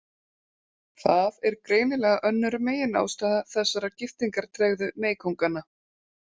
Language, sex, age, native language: Icelandic, female, 30-39, Icelandic